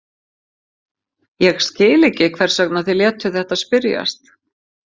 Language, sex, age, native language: Icelandic, female, 50-59, Icelandic